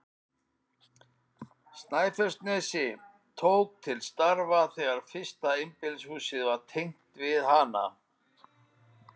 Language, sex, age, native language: Icelandic, male, 50-59, Icelandic